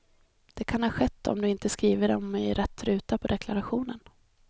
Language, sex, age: Swedish, female, 26